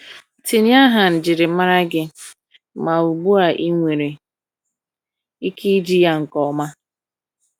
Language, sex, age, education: Igbo, female, 15-29, tertiary